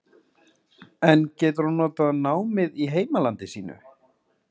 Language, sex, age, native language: Icelandic, male, 30-39, Icelandic